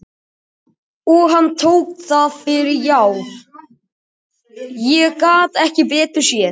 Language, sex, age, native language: Icelandic, male, 18-19, Icelandic